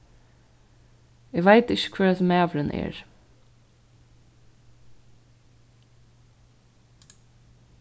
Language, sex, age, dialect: Faroese, female, 36-60, Vágar